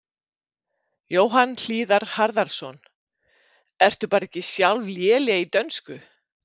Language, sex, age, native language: Icelandic, female, 50-59, Icelandic